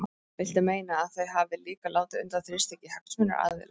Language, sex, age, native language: Icelandic, female, 13, Icelandic